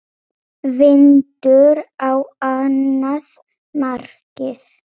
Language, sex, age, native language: Icelandic, female, 8, Polish